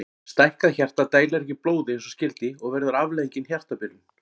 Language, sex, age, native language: Icelandic, male, 40-49, Icelandic